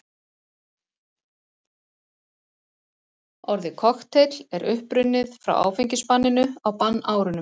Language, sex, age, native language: Icelandic, female, 40-49, Icelandic